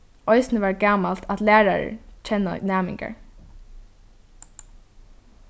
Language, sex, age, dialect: Faroese, female, 15-35, Norðurstreymoy/Eysturoy